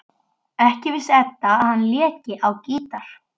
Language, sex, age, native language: Icelandic, female, 12, Icelandic